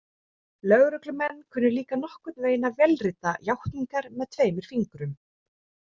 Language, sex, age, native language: Icelandic, female, 30-39, Icelandic